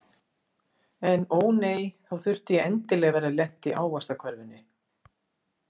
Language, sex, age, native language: Icelandic, female, 60-69, Icelandic